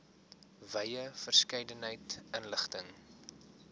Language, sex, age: Afrikaans, male, 21